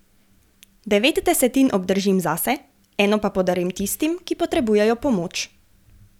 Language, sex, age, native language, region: Slovenian, female, 18-29, Slovenian, Gorenjska region